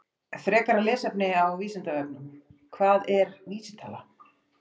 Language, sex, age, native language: Icelandic, female, 40-49, Icelandic